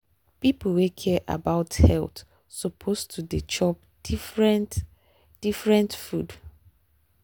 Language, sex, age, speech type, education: Nigerian Pidgin, female, 30-45, spontaneous, tertiary